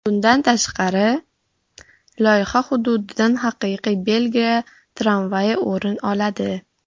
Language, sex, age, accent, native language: Uzbek, female, 40-49, Farg'ona, Uzbek